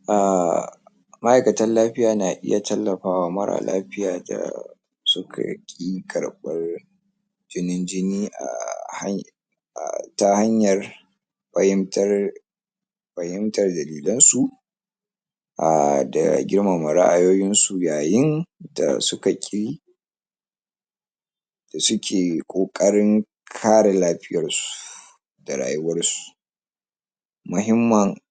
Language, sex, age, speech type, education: Hausa, male, 46-60, spontaneous, tertiary